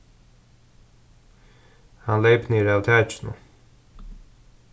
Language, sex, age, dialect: Faroese, male, 36-60, Suðurstreymoy